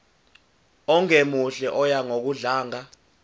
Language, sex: Zulu, male